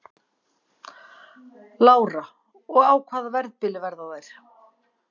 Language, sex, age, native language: Icelandic, female, 50-59, Icelandic